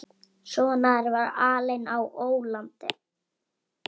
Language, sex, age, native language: Icelandic, female, 11, Icelandic